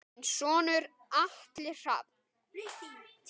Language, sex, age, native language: Icelandic, male, 10, Icelandic